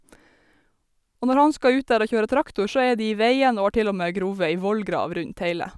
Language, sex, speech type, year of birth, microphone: Norwegian, female, spontaneous, 1990, Sennheiser